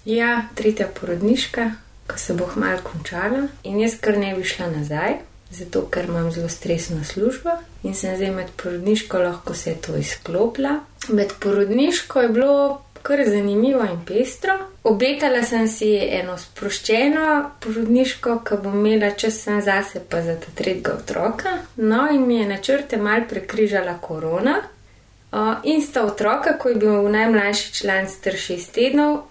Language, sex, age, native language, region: Slovenian, female, 30-49, Slovenian, Gorenjska region